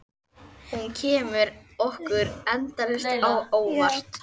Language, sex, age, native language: Icelandic, female, 11, Icelandic